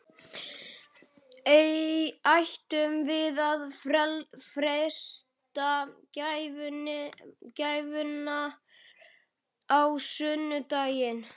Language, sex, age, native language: Icelandic, male, 11, Icelandic